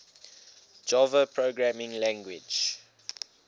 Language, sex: English, male